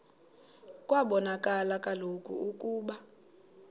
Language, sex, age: Xhosa, female, 22